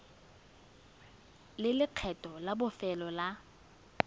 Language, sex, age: Tswana, female, 22